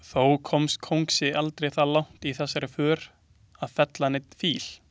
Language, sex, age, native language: Icelandic, male, 20-29, Icelandic